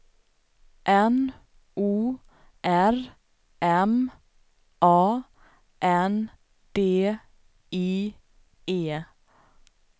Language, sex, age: Swedish, female, 29